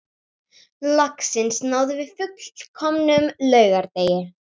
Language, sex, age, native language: Icelandic, female, 40-49, Icelandic